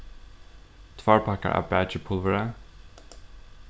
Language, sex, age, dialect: Faroese, male, 15-35, Suðurstreymoy